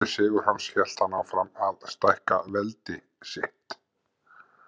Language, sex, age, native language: Icelandic, male, 50-59, Icelandic